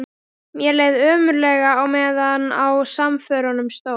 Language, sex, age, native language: Icelandic, female, 12, Icelandic